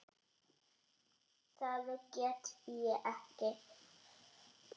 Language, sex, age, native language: Icelandic, female, 6, Icelandic